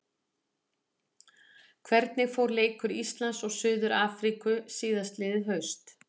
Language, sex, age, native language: Icelandic, female, 40-49, Icelandic